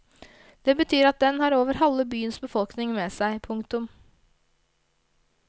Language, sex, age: Norwegian, female, 22